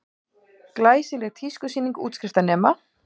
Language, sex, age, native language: Icelandic, female, 18-19, Icelandic